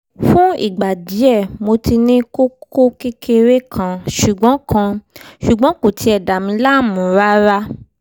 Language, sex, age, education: Yoruba, female, 15-29, primary